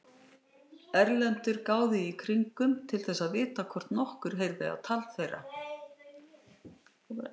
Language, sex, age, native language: Icelandic, female, 60-69, Icelandic